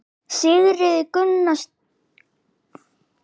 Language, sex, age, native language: Icelandic, female, 11, Icelandic